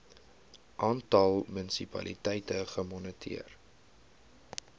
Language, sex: Afrikaans, male